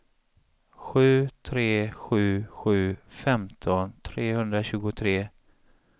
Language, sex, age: Swedish, male, 35